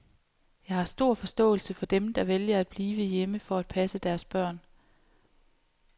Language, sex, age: Danish, female, 28